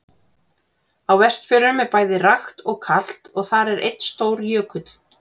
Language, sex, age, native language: Icelandic, female, 40-49, Icelandic